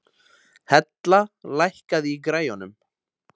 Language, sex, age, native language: Icelandic, male, 20-29, Icelandic